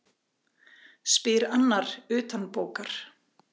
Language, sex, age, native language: Icelandic, female, 40-49, Icelandic